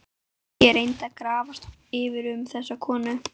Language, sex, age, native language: Icelandic, female, 12, Icelandic